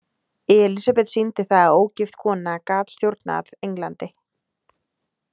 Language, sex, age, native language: Icelandic, female, 20-29, Icelandic